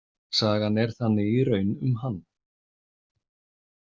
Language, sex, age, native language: Icelandic, male, 30-39, Icelandic